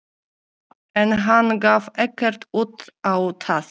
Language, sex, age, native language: Icelandic, female, 30-39, Polish